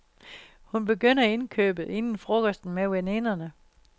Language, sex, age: Danish, female, 60